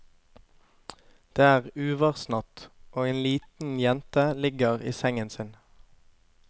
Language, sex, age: Norwegian, male, 25